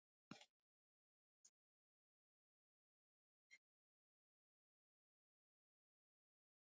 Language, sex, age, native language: Icelandic, female, 70-79, Icelandic